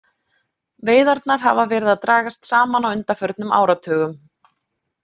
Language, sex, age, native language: Icelandic, female, 30-39, Icelandic